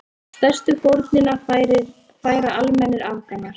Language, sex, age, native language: Icelandic, female, 30-39, Icelandic